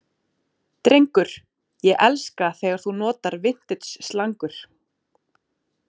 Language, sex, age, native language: Icelandic, female, 30-39, Icelandic